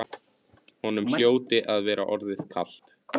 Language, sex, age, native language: Icelandic, male, 15, Icelandic